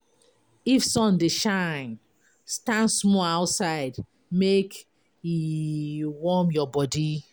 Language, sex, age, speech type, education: Nigerian Pidgin, female, 30-45, spontaneous, tertiary